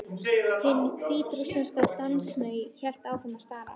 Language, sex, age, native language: Icelandic, female, 13, Icelandic